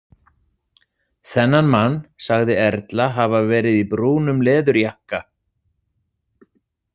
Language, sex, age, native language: Icelandic, male, 40-49, Icelandic